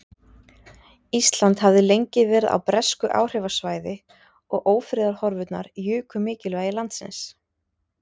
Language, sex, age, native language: Icelandic, female, 30-39, Icelandic